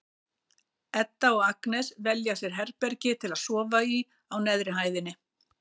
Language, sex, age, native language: Icelandic, female, 60-69, Icelandic